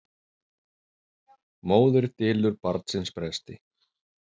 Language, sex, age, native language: Icelandic, male, 30-39, Icelandic